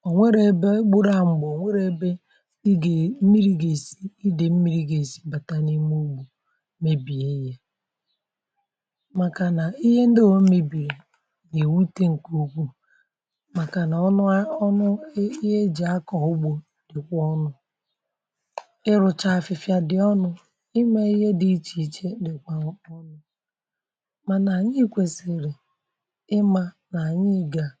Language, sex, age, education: Igbo, male, 46-60, tertiary